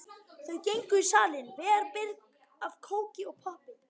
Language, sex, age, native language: Icelandic, male, 11, Icelandic